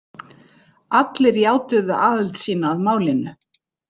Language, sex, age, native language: Icelandic, female, 60-69, Icelandic